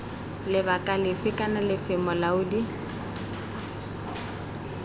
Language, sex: Tswana, female